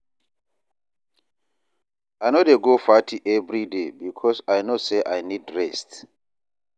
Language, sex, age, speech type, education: Nigerian Pidgin, male, 30-45, read, tertiary